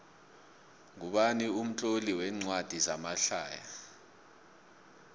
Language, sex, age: South Ndebele, male, 24